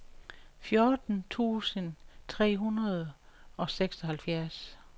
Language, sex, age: Danish, female, 61